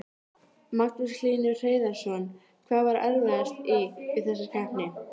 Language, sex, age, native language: Icelandic, female, 13, Icelandic